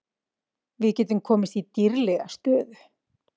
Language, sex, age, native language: Icelandic, female, 40-49, Icelandic